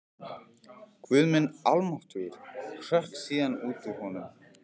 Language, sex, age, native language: Icelandic, male, 15, Icelandic